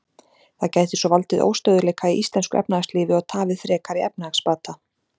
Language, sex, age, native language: Icelandic, female, 40-49, Icelandic